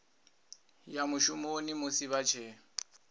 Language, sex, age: Venda, male, 22